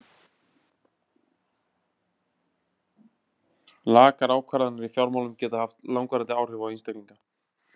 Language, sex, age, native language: Icelandic, male, 30-39, Icelandic